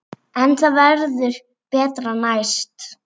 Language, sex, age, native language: Icelandic, female, 7, Icelandic